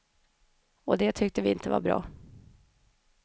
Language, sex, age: Swedish, female, 31